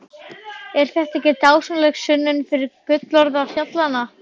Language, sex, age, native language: Icelandic, male, 12, Icelandic